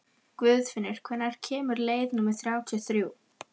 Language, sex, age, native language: Icelandic, female, 11, Icelandic